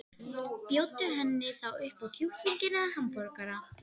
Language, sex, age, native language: Icelandic, female, 12, Icelandic